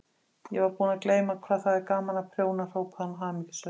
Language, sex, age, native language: Icelandic, female, 50-59, Icelandic